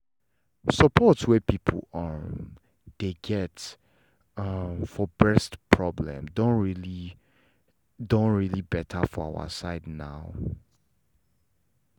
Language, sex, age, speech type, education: Nigerian Pidgin, male, 15-29, spontaneous, tertiary